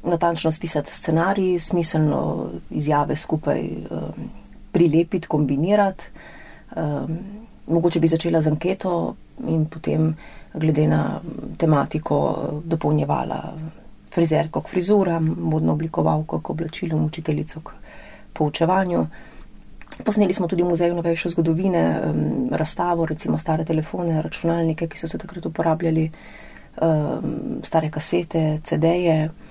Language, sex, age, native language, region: Slovenian, female, 30-49, Slovenian, Central Slovenia